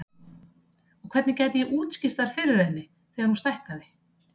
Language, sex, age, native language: Icelandic, female, 30-39, Icelandic